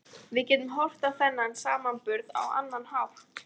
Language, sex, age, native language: Icelandic, female, 20-29, Icelandic